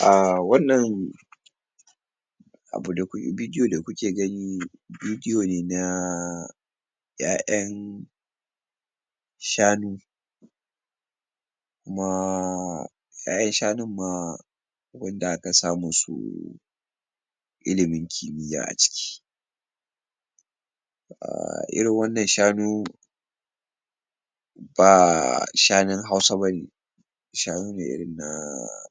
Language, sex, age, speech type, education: Hausa, male, 46-60, spontaneous, tertiary